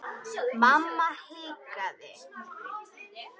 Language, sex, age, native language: Icelandic, female, 10, Icelandic